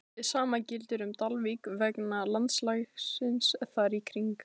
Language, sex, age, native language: Icelandic, female, 16, Icelandic